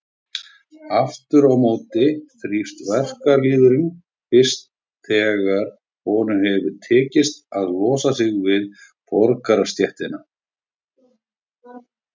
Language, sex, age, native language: Icelandic, male, 40-49, Icelandic